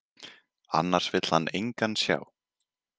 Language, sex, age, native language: Icelandic, male, 20-29, Icelandic